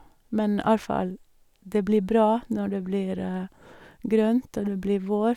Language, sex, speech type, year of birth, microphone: Norwegian, female, spontaneous, 1962, Sennheiser